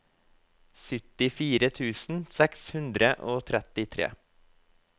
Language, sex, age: Norwegian, male, 24